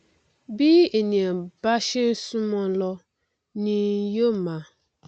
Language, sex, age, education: Yoruba, female, 15-29, tertiary